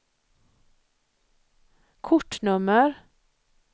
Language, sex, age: Swedish, female, 54